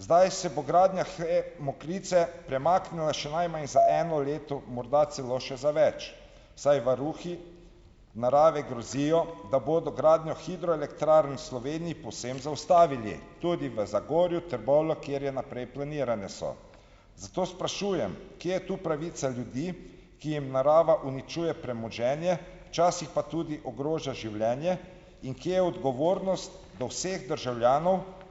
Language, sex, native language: Slovenian, male, Slovenian